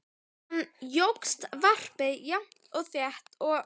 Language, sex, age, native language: Icelandic, female, 11, Icelandic